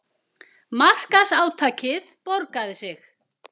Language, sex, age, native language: Icelandic, female, 50-59, Icelandic